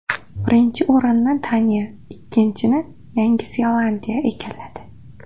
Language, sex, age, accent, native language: Uzbek, female, 18-24, Andijon, Uzbek